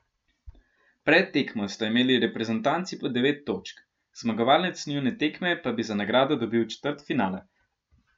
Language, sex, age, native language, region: Slovenian, male, 12-17, Slovenian, Gorenjska region